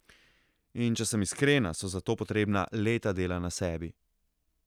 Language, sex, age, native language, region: Slovenian, male, 30-49, Slovenian, Central Slovenia